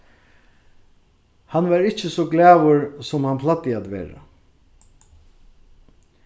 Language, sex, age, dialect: Faroese, male, 36-60, Suðurstreymoy